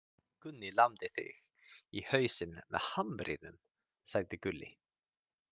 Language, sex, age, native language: Icelandic, male, 30-39, Swedish